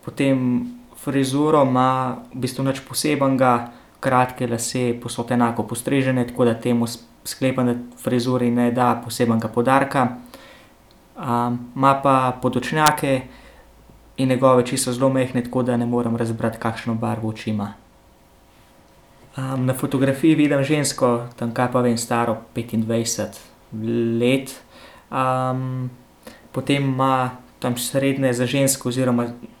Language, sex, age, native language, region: Slovenian, male, 18-29, Slovenian, Central Slovenia